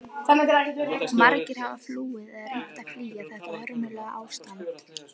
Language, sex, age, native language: Icelandic, female, 18-19, Icelandic